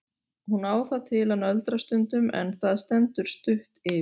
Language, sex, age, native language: Icelandic, female, 40-49, Icelandic